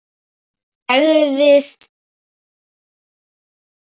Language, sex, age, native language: Icelandic, female, 10, Icelandic